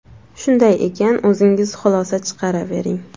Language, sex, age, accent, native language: Uzbek, female, 19-29, Samarqand, Uzbek